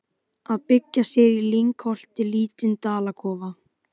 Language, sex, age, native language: Icelandic, female, 12, Icelandic